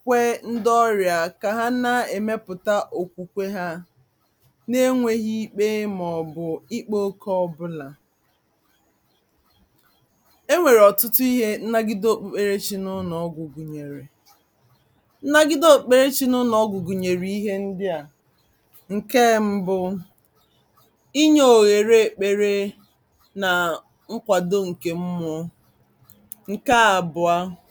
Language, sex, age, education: Igbo, female, 30-45, tertiary